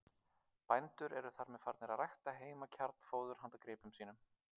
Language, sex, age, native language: Icelandic, male, 30-39, Icelandic